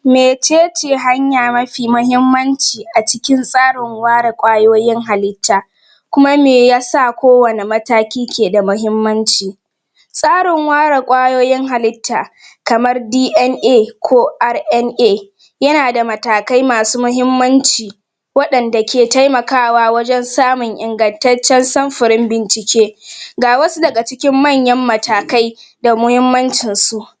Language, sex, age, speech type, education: Hausa, female, 46-60, spontaneous, tertiary